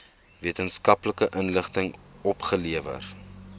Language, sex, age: Afrikaans, male, 21